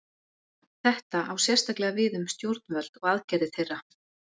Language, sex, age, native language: Icelandic, female, 40-49, Icelandic